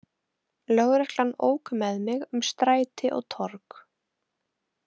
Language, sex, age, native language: Icelandic, female, 18-19, Icelandic